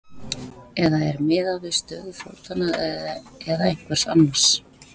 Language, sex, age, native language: Icelandic, female, 40-49, Icelandic